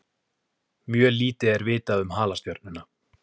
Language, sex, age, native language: Icelandic, male, 20-29, Icelandic